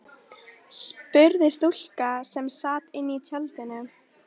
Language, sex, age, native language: Icelandic, female, 13, Icelandic